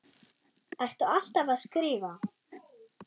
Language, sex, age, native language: Icelandic, female, 9, German